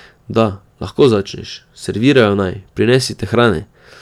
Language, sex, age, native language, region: Slovenian, male, 18-29, Slovenian, Drava region